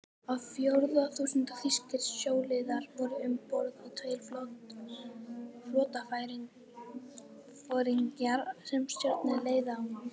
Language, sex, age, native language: Icelandic, female, 18-19, Icelandic